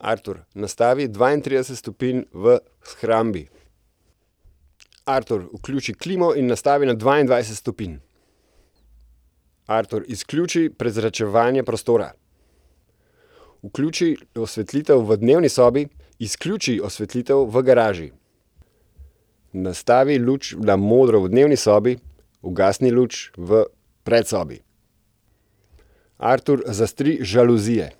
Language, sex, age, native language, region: Slovenian, male, 30-49, Slovenian, Central Slovenia